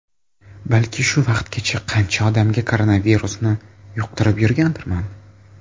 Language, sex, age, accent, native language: Uzbek, male, under 19, Toshkent shahri, Uzbek